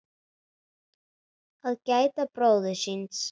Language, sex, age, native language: Icelandic, female, 9, Icelandic